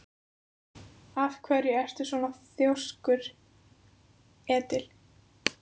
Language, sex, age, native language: Icelandic, female, 14, Icelandic